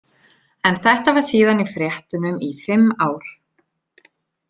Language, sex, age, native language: Icelandic, female, 30-39, Icelandic